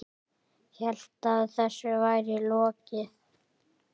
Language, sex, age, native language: Icelandic, male, 8, Icelandic